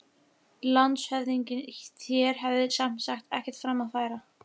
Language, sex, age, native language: Icelandic, female, 15, Icelandic